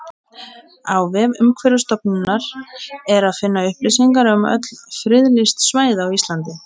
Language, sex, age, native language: Icelandic, female, 20-29, Icelandic